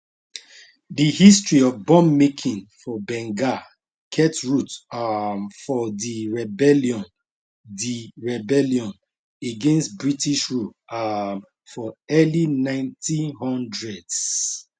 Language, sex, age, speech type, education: Nigerian Pidgin, male, 30-45, spontaneous, tertiary